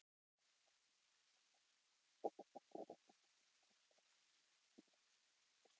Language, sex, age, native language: Icelandic, male, 20-29, Icelandic